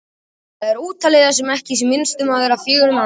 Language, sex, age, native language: Icelandic, male, 18-19, Icelandic